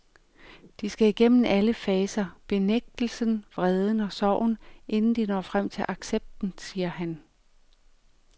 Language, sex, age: Danish, female, 45